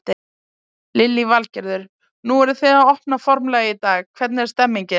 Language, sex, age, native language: Icelandic, female, 20-29, Icelandic